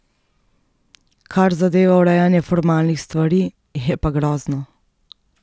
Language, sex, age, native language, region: Slovenian, female, 30-49, Slovenian, Central Slovenia